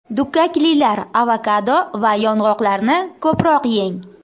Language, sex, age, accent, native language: Uzbek, female, 18-24, Surxondaryo, Uzbek